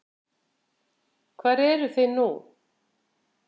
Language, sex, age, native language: Icelandic, female, 50-59, Icelandic